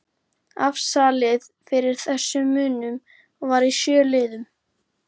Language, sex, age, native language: Icelandic, female, 11, Icelandic